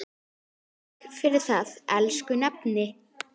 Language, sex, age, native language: Icelandic, female, 10, Icelandic